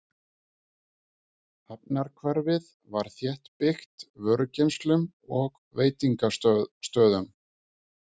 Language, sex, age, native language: Icelandic, male, 50-59, Icelandic